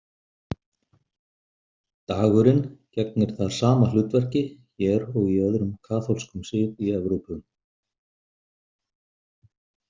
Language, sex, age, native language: Icelandic, male, 50-59, Icelandic